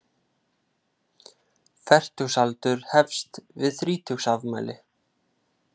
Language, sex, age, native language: Icelandic, male, 30-39, Icelandic